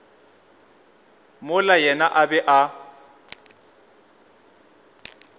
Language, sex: Northern Sotho, male